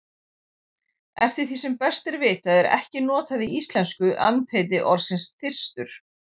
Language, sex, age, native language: Icelandic, female, 40-49, Icelandic